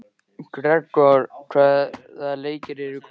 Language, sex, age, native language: Icelandic, male, 13, Icelandic